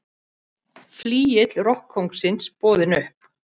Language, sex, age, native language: Icelandic, female, 40-49, Icelandic